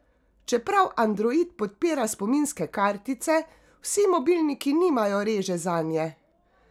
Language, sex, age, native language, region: Slovenian, female, 50-59, Slovenian, Carinthia region